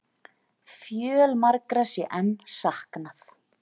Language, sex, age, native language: Icelandic, female, 40-49, Icelandic